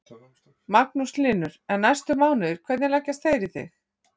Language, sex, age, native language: Icelandic, female, 40-49, Icelandic